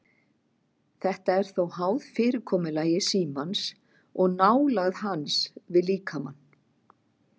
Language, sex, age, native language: Icelandic, female, 50-59, Icelandic